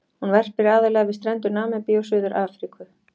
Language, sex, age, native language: Icelandic, female, 40-49, Icelandic